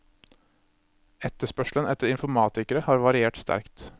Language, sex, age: Norwegian, male, 26